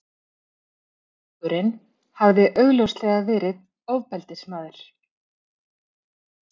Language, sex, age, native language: Icelandic, female, 30-39, Icelandic